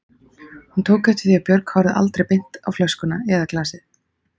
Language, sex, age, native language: Icelandic, female, 30-39, Icelandic